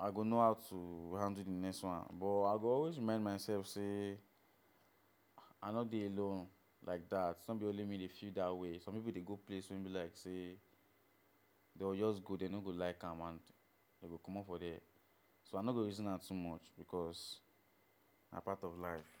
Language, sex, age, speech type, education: Nigerian Pidgin, male, 15-29, spontaneous, tertiary